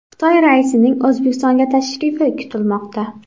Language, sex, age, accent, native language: Uzbek, female, 18-24, Xorazm, Uzbek